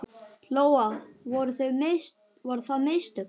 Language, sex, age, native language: Icelandic, male, 9, Icelandic